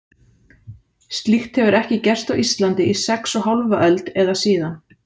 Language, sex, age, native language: Icelandic, female, 30-39, Icelandic